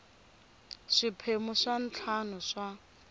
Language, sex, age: Tsonga, female, 25